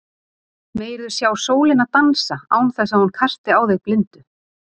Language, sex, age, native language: Icelandic, female, 30-39, Icelandic